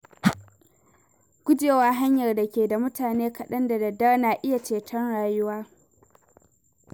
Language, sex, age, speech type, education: Hausa, female, 15-29, read, primary